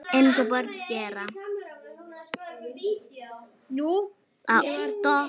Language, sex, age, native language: Icelandic, female, 9, Icelandic